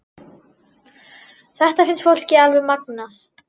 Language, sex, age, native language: Icelandic, female, 10, Icelandic